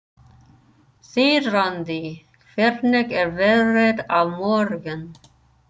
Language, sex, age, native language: Icelandic, female, 30-39, English